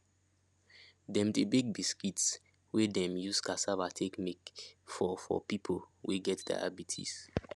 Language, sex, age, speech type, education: Nigerian Pidgin, male, 15-29, spontaneous, secondary